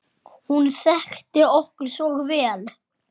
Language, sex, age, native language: Icelandic, male, 6, Icelandic